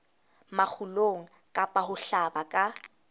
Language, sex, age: Southern Sotho, female, 20